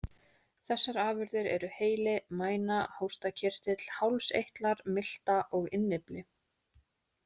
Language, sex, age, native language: Icelandic, female, 20-29, Icelandic